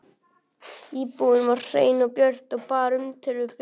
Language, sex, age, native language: Icelandic, male, 11, Icelandic